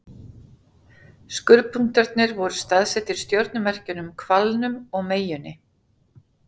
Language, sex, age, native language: Icelandic, female, 40-49, Icelandic